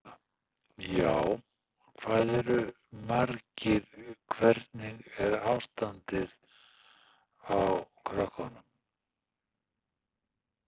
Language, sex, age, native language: Icelandic, male, 60-69, Icelandic